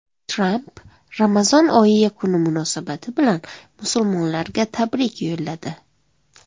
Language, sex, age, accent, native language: Uzbek, female, 19-29, Surxondaryo, Tajik